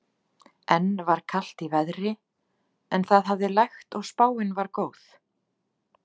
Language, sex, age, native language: Icelandic, female, 40-49, Icelandic